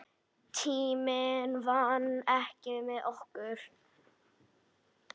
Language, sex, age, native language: Icelandic, female, 8, Icelandic